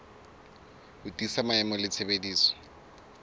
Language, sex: Southern Sotho, male